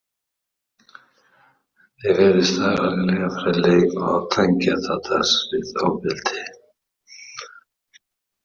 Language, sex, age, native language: Icelandic, male, 40-49, Icelandic